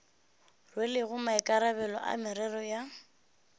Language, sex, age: Northern Sotho, female, 18